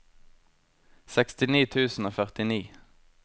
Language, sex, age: Norwegian, male, 23